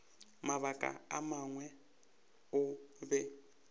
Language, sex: Northern Sotho, male